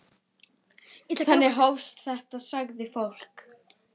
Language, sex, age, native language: Icelandic, female, 10, Icelandic